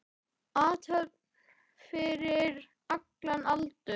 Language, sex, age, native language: Icelandic, male, 10, Icelandic